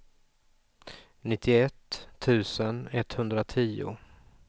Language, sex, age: Swedish, male, 44